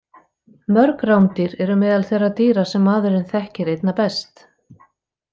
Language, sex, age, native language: Icelandic, female, 40-49, Icelandic